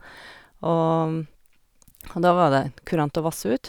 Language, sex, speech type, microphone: Norwegian, female, spontaneous, Sennheiser